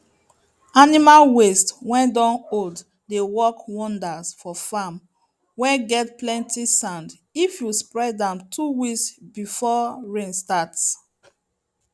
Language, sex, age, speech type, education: Nigerian Pidgin, female, 30-45, spontaneous, tertiary